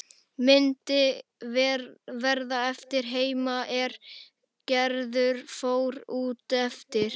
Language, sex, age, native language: Icelandic, male, 11, Icelandic